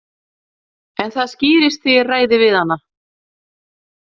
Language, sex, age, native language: Icelandic, female, 40-49, Icelandic